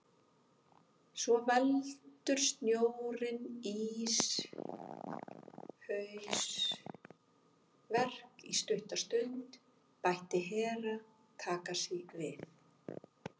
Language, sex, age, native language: Icelandic, female, 50-59, Icelandic